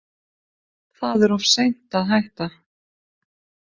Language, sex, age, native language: Icelandic, female, 50-59, Icelandic